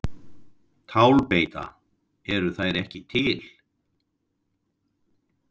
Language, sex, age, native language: Icelandic, male, 50-59, Icelandic